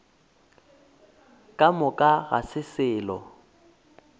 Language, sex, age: Northern Sotho, male, 24